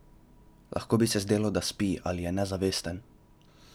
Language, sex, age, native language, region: Slovenian, male, 12-17, Slovenian, Drava region